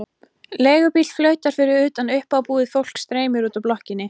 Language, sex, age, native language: Icelandic, female, 14, Icelandic